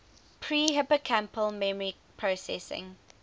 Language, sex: English, female